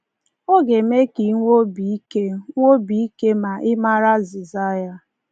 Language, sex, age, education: Igbo, female, 15-29, tertiary